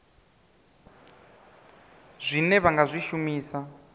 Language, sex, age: Venda, male, 25